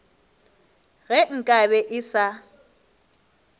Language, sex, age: Northern Sotho, female, 23